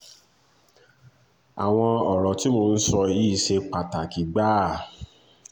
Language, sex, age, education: Yoruba, male, 15-29, tertiary